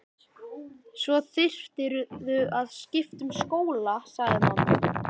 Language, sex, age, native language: Icelandic, male, 11, Icelandic